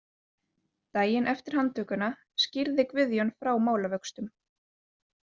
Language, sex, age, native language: Icelandic, female, 20-29, Icelandic